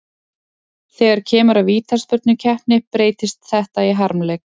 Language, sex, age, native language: Icelandic, female, 20-29, Icelandic